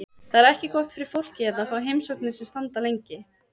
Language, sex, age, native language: Icelandic, female, 20-29, Icelandic